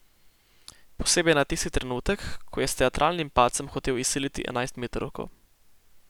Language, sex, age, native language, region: Slovenian, male, 18-29, Slovenian, Posavska region